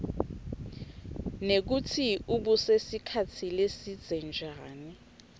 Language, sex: Swati, female